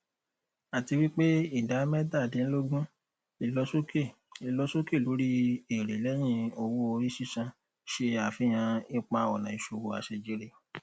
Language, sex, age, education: Yoruba, male, 30-45, tertiary